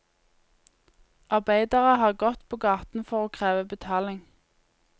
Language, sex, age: Norwegian, female, 20